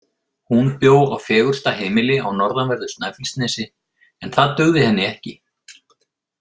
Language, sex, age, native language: Icelandic, male, 50-59, Icelandic